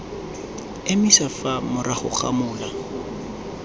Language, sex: Tswana, male